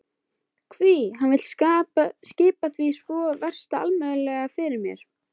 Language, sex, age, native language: Icelandic, female, 12, Icelandic